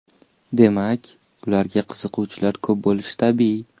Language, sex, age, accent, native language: Uzbek, male, 18-24, Toshkent shahri, Uzbek